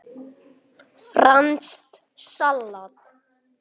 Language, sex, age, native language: Icelandic, male, 8, Icelandic